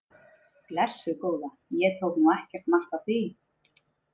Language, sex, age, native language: Icelandic, female, 30-39, Icelandic